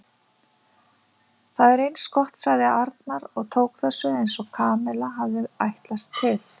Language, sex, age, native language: Icelandic, female, 50-59, Icelandic